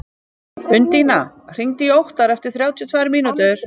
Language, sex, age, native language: Icelandic, female, 50-59, Icelandic